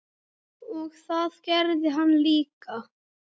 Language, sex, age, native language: Icelandic, male, 9, Icelandic